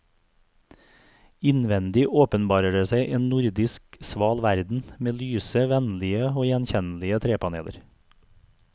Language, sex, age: Norwegian, male, 42